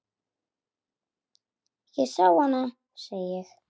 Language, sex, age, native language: Icelandic, female, 8, Icelandic